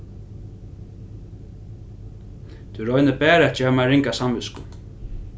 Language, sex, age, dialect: Faroese, male, 15-35, Norðurstreymoy/Eysturoy